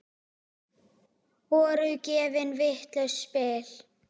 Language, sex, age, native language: Icelandic, female, 10, Icelandic